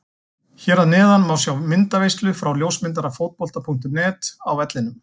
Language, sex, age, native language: Icelandic, male, 40-49, Icelandic